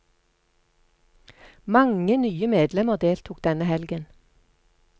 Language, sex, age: Norwegian, female, 48